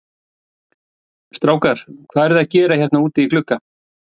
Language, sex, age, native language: Icelandic, male, 40-49, Icelandic